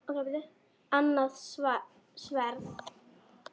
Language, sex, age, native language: Icelandic, female, 10, Icelandic